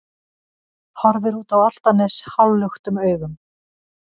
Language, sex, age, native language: Icelandic, female, 50-59, Icelandic